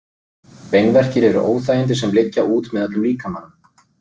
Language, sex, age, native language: Icelandic, male, 30-39, Icelandic